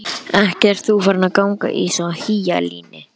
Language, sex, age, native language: Icelandic, male, 11, Icelandic